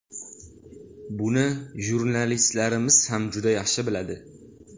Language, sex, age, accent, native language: Uzbek, male, 18-24, Toshkent shahri, Uzbek